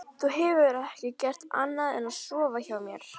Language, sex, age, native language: Icelandic, female, 11, Icelandic